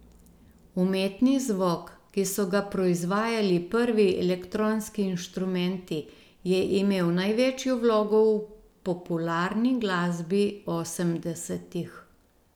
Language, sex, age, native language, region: Slovenian, female, 50-59, Slovenian, Gorenjska region